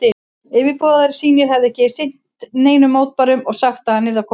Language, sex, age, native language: Icelandic, female, 50-59, Icelandic